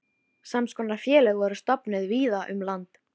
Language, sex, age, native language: Icelandic, female, 13, Icelandic